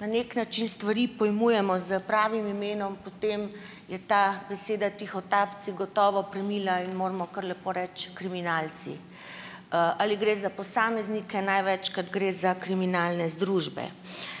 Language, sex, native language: Slovenian, female, Slovenian